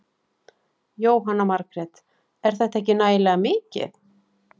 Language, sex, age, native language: Icelandic, female, 40-49, Icelandic